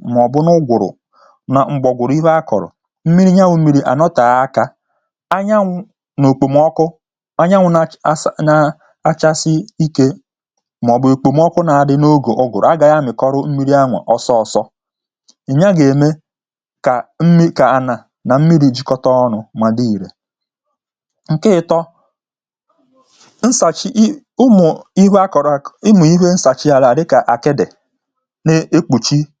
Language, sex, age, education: Igbo, male, 30-45, tertiary